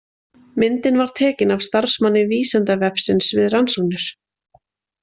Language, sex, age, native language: Icelandic, female, 20-29, Icelandic